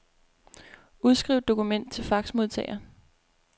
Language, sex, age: Danish, female, 25